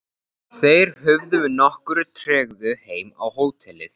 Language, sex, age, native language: Icelandic, male, 14, Icelandic